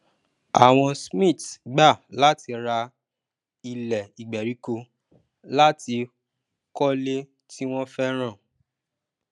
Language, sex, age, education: Yoruba, male, 30-45, tertiary